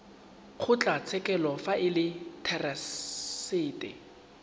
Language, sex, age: Tswana, male, 19